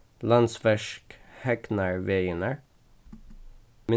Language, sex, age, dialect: Faroese, male, 15-35, Suðurstreymoy